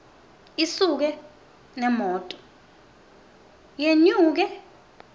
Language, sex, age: Swati, female, 20